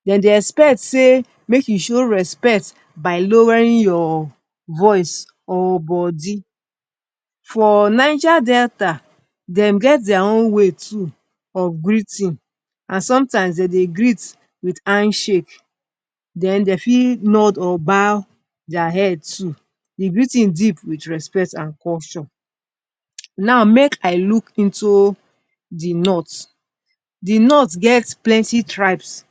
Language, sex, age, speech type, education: Nigerian Pidgin, female, 46-60, spontaneous, tertiary